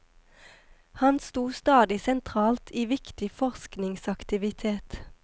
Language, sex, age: Norwegian, female, 23